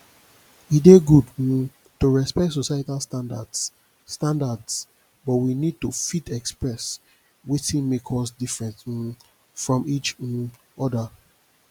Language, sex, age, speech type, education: Nigerian Pidgin, male, 30-45, spontaneous, tertiary